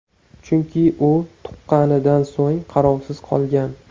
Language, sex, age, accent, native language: Uzbek, male, 18-24, Farg'ona, Uzbek